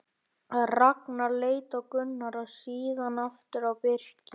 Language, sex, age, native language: Icelandic, male, 11, Icelandic